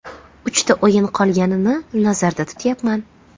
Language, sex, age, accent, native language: Uzbek, female, 25-34, Namangan, Uzbek